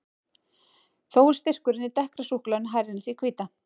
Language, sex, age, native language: Icelandic, female, 18-19, Icelandic